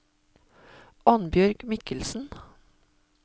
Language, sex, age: Norwegian, female, 52